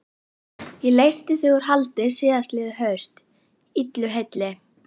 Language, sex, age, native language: Icelandic, female, 11, Icelandic